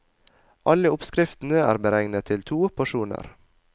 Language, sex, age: Norwegian, male, 22